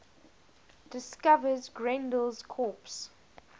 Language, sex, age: English, female, 20